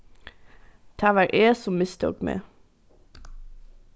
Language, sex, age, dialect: Faroese, female, 15-35, Norðuroyggjar